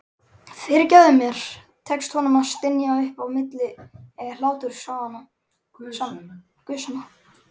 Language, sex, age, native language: Icelandic, male, 11, Icelandic